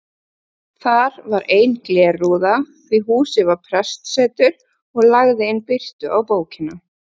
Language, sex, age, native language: Icelandic, female, 30-39, Icelandic